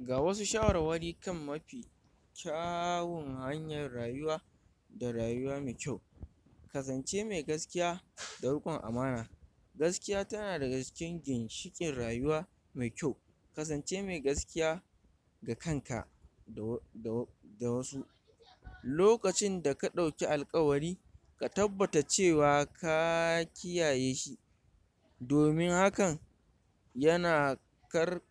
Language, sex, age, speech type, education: Hausa, male, 46-60, spontaneous, tertiary